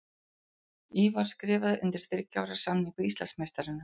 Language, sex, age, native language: Icelandic, female, 40-49, Icelandic